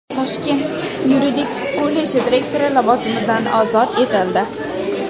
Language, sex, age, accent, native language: Uzbek, female, under 19, Toshkent viloyati, Uzbek